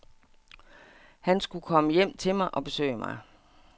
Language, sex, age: Danish, female, 57